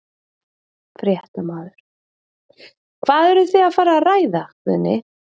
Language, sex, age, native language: Icelandic, female, 30-39, Icelandic